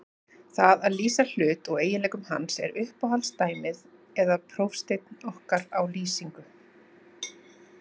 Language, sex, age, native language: Icelandic, female, 30-39, Icelandic